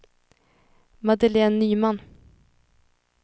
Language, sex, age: Swedish, female, 21